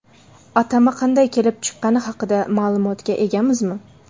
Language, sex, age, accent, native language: Uzbek, female, 25-34, Farg'ona, Uzbek